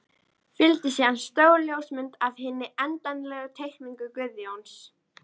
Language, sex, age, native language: Icelandic, female, 13, Icelandic